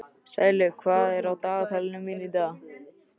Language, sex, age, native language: Icelandic, male, 13, Icelandic